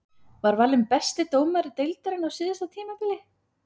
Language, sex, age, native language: Icelandic, female, 30-39, Icelandic